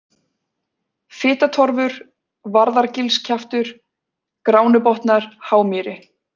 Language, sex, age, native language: Icelandic, female, 20-29, Icelandic